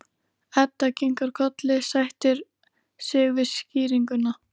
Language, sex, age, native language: Icelandic, female, 13, Icelandic